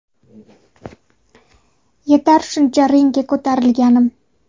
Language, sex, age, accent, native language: Uzbek, female, 12-17, Navoiy, Uzbek